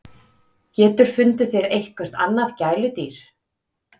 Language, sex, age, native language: Icelandic, female, 30-39, Icelandic